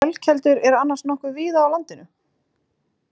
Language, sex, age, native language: Icelandic, female, 20-29, Icelandic